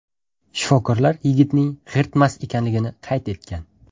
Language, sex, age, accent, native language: Uzbek, male, 12-17, Toshkent shahri, Uzbek